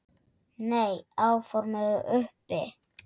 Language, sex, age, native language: Icelandic, female, 7, Icelandic